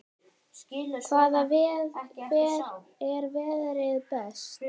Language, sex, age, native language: Icelandic, male, 10, Icelandic